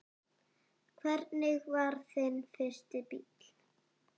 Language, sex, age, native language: Icelandic, female, 7, Icelandic